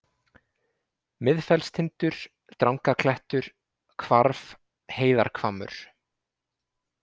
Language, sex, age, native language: Icelandic, male, 20-29, Icelandic